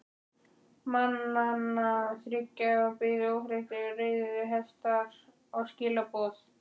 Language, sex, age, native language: Icelandic, male, 12, Icelandic